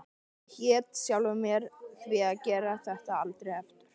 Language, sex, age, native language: Icelandic, male, 13, Icelandic